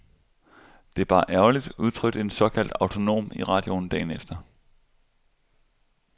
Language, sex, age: Danish, male, 25